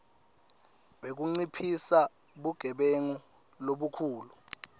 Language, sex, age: Swati, male, 19